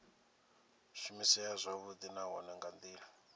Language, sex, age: Venda, male, 27